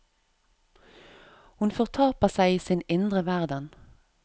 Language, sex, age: Norwegian, female, 34